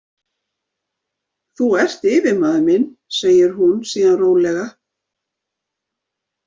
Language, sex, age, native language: Icelandic, female, 50-59, Icelandic